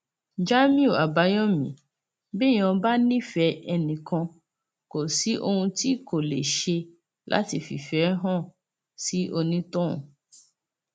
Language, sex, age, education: Yoruba, female, 30-45, tertiary